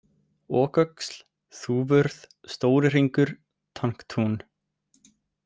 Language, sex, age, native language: Icelandic, male, 18-19, Icelandic